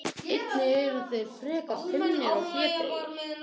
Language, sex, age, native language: Icelandic, other, 18-19, Icelandic